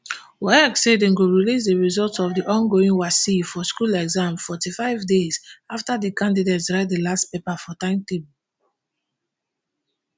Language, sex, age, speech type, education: Nigerian Pidgin, female, 15-29, spontaneous, tertiary